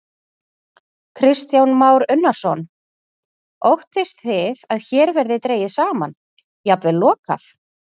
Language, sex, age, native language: Icelandic, female, 40-49, Icelandic